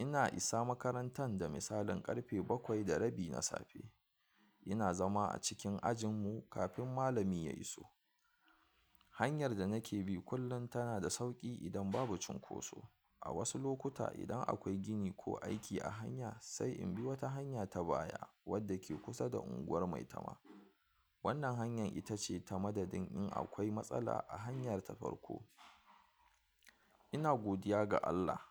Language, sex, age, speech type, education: Hausa, male, 46-60, spontaneous, tertiary